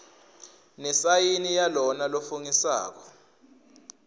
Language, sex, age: Swati, male, 20